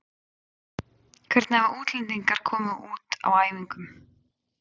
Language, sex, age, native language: Icelandic, female, 20-29, Icelandic